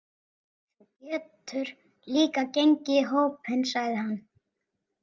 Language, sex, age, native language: Icelandic, female, 18-19, Icelandic